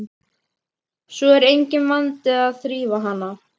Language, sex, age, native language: Icelandic, female, 12, Icelandic